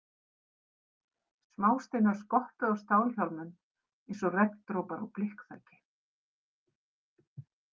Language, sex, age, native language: Icelandic, female, 50-59, Icelandic